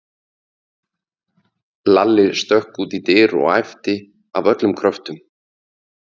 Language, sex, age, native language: Icelandic, male, 50-59, Icelandic